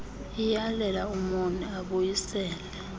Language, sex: Xhosa, female